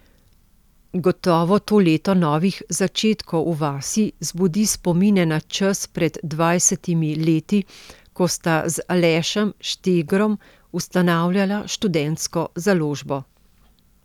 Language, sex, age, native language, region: Slovenian, female, 50-59, Slovenian, Central Slovenia